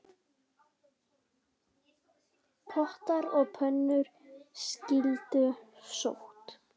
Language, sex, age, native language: Icelandic, female, 10, Icelandic